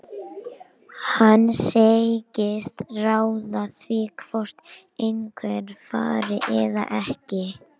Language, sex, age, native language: Icelandic, male, 18-19, Icelandic